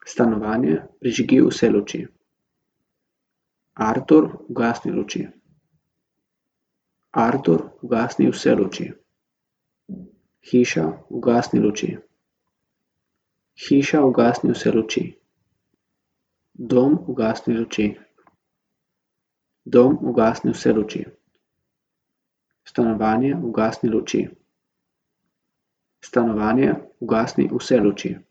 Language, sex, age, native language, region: Slovenian, male, 18-29, Slovenian, Gorica region